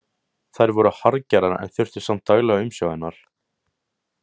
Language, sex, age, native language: Icelandic, male, 18-19, Icelandic